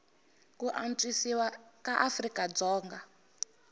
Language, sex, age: Tsonga, female, 19